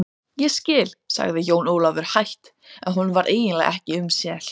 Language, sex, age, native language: Icelandic, female, 30-39, Icelandic